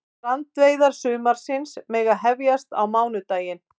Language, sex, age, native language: Icelandic, female, 50-59, Icelandic